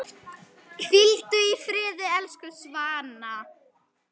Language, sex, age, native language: Icelandic, female, 9, Icelandic